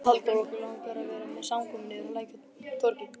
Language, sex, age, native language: Icelandic, male, 11, Icelandic